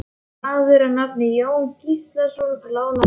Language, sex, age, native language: Icelandic, male, 11, Icelandic